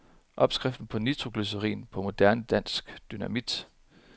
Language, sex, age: Danish, male, 30